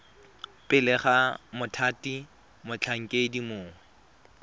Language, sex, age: Tswana, male, 23